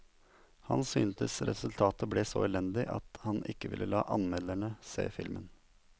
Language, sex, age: Norwegian, male, 27